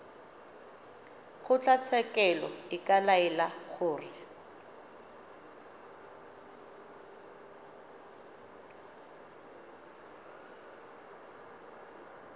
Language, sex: Tswana, female